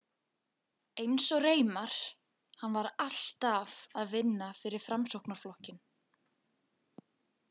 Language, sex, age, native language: Icelandic, female, 20-29, Icelandic